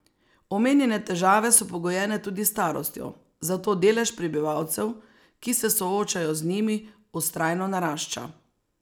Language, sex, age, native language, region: Slovenian, female, 60+, Slovenian, Savinja region